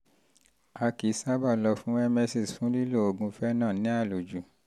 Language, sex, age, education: Yoruba, male, 30-45, tertiary